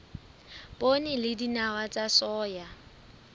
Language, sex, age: Southern Sotho, female, 24